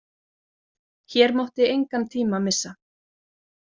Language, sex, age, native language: Icelandic, female, 30-39, Icelandic